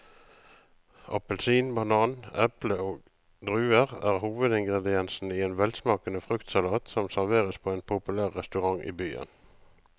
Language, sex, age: Norwegian, male, 35